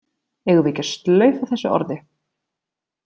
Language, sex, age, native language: Icelandic, female, 30-39, Icelandic